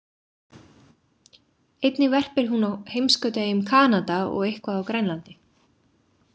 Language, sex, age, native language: Icelandic, female, 30-39, Icelandic